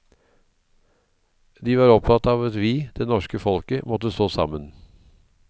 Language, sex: Norwegian, male